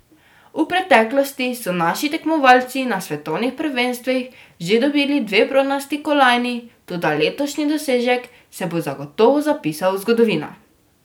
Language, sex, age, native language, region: Slovenian, female, 12-17, Slovenian, Drava region